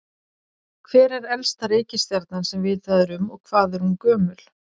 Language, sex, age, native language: Icelandic, female, 40-49, Icelandic